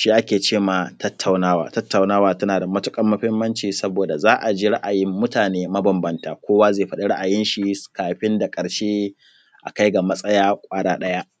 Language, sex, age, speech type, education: Hausa, male, 15-29, spontaneous, primary